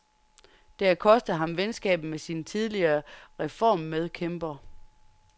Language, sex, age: Danish, female, 30